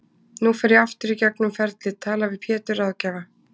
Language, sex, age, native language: Icelandic, female, 20-29, Icelandic